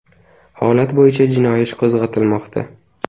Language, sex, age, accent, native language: Uzbek, male, under 19, Navoiy, Uzbek